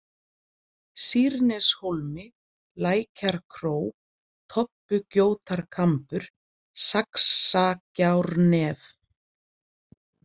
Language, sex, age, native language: Icelandic, female, 40-49, Icelandic